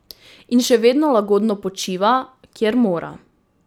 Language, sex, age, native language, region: Slovenian, female, 18-29, Slovenian, Drava region